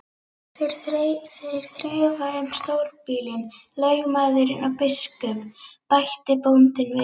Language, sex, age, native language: Icelandic, female, 11, Icelandic